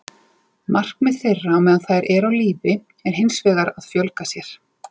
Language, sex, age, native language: Icelandic, female, 40-49, Icelandic